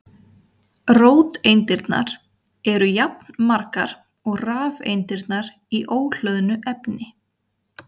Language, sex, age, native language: Icelandic, female, 30-39, Icelandic